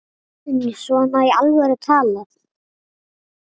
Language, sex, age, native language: Icelandic, female, 7, Icelandic